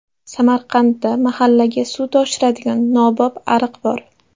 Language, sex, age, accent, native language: Uzbek, female, 18-24, Andijon, Uzbek